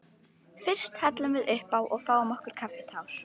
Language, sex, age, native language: Icelandic, female, 11, Icelandic